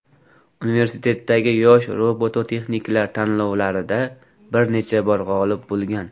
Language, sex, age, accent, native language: Uzbek, male, 18-24, Farg'ona, Uzbek